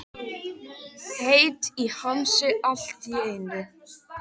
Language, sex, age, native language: Icelandic, male, 13, Icelandic